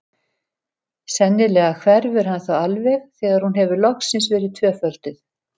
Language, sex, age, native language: Icelandic, female, 70-79, Icelandic